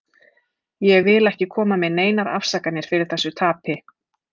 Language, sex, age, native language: Icelandic, female, 30-39, Icelandic